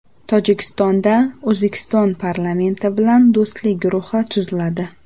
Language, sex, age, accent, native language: Uzbek, female, 18-24, Namangan, Uzbek